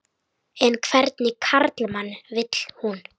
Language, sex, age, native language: Icelandic, female, 9, Icelandic